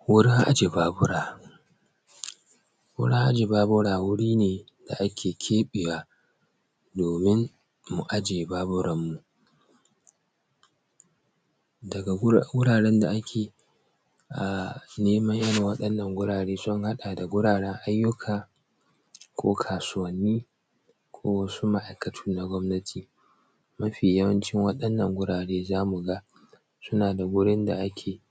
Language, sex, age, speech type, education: Hausa, male, 15-29, spontaneous, tertiary